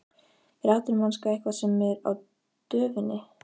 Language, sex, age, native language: Icelandic, female, 15, Icelandic